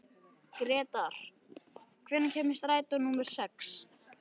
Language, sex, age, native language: Icelandic, male, 11, Icelandic